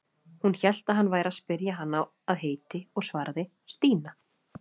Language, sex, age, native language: Icelandic, female, 30-39, Icelandic